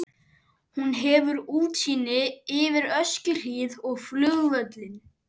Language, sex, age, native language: Icelandic, male, 11, Icelandic